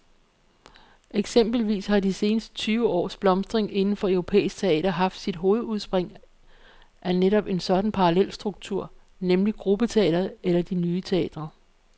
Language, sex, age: Danish, female, 48